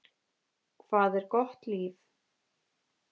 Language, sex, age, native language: Icelandic, female, 20-29, Icelandic